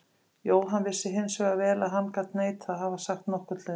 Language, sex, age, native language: Icelandic, female, 50-59, Icelandic